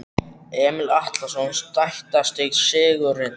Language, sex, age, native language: Icelandic, male, 14, Icelandic